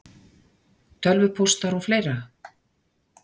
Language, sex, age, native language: Icelandic, female, 60-69, Icelandic